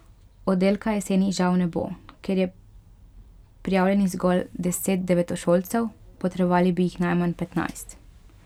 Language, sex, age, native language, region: Slovenian, female, 12-17, Slovenian, Pomurje region